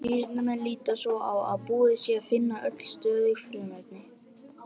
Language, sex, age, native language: Icelandic, male, 18-19, Icelandic